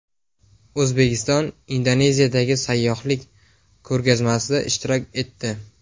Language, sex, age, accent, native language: Uzbek, male, 18-24, Farg'ona, Uzbek